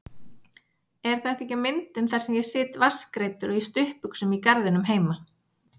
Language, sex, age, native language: Icelandic, female, 40-49, Icelandic